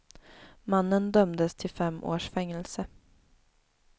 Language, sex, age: Swedish, female, 19